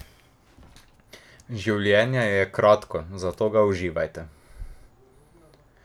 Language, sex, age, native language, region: Slovenian, male, 18-29, Slovenian, Drava region